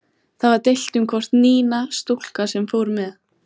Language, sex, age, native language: Icelandic, female, 14, Icelandic